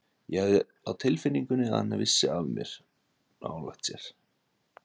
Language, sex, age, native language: Icelandic, male, 30-39, Icelandic